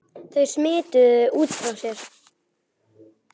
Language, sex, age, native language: Icelandic, female, 10, Icelandic